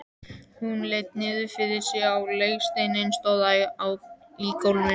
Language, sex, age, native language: Icelandic, male, 11, Icelandic